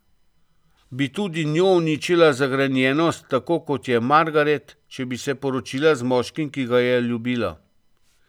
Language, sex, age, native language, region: Slovenian, male, 50-59, Slovenian, Central Slovenia